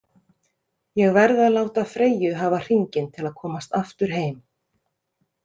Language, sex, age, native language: Icelandic, female, 30-39, Icelandic